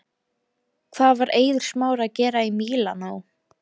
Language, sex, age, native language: Icelandic, female, 13, Icelandic